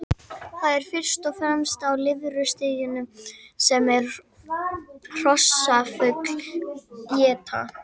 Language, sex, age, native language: Icelandic, female, 50-59, Icelandic